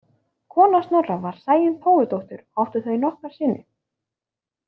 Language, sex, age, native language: Icelandic, female, 20-29, Icelandic